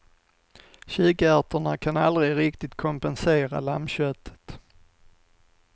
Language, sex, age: Swedish, male, 45